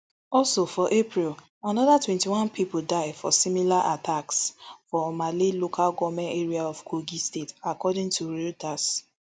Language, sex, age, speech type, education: Nigerian Pidgin, female, 30-45, spontaneous, tertiary